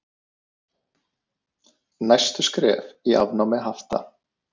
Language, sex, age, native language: Icelandic, male, 30-39, Icelandic